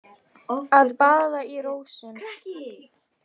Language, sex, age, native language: Icelandic, other, 20-29, Icelandic